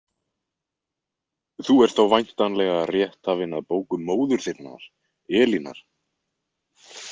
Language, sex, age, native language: Icelandic, male, 20-29, Icelandic